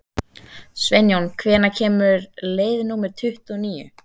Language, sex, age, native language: Icelandic, female, 13, Icelandic